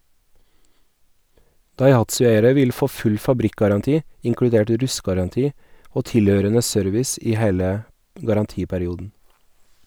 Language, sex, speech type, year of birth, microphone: Norwegian, male, read, 1981, Sennheiser